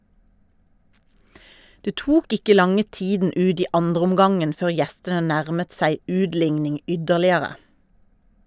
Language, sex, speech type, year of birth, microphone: Norwegian, female, read, 1972, Shure